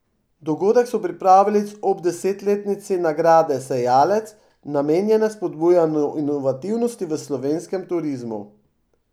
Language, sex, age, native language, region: Slovenian, male, 50-59, Slovenian, Drava region